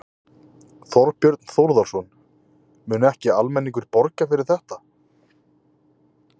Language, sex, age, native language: Icelandic, male, 20-29, Icelandic